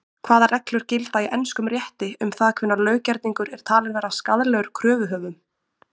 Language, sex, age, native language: Icelandic, female, 20-29, Icelandic